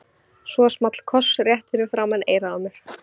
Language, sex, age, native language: Icelandic, female, 15, Icelandic